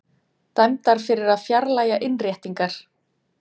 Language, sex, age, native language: Icelandic, female, 30-39, Icelandic